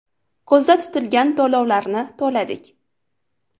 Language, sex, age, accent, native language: Uzbek, female, 18-24, Farg'ona, Uzbek